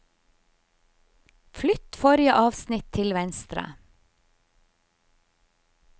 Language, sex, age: Norwegian, female, 50